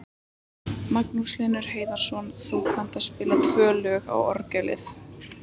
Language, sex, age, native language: Icelandic, female, 18-19, Icelandic